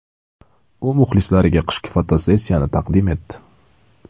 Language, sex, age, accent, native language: Uzbek, male, 18-24, Andijon, Uzbek